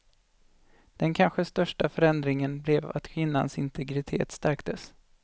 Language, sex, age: Swedish, male, 25